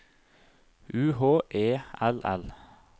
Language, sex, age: Norwegian, male, 30